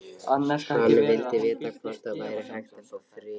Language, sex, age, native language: Icelandic, male, 13, Icelandic